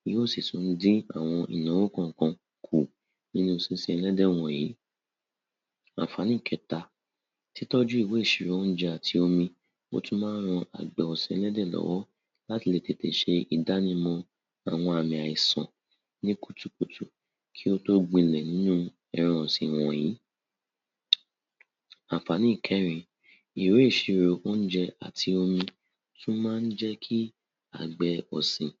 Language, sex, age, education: Yoruba, male, 60+, tertiary